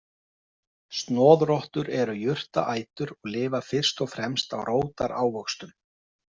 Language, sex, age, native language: Icelandic, male, 50-59, Icelandic